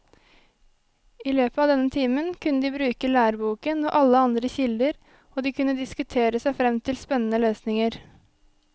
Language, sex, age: Norwegian, female, 23